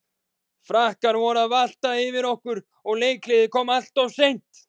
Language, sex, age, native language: Icelandic, male, 20-29, Icelandic